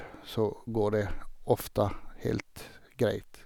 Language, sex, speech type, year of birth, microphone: Norwegian, male, spontaneous, 1952, Sennheiser